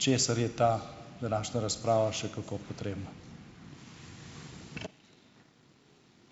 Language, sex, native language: Slovenian, male, Slovenian